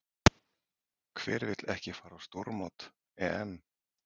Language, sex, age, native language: Icelandic, male, 40-49, Icelandic